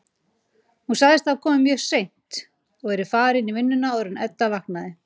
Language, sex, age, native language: Icelandic, female, 40-49, Icelandic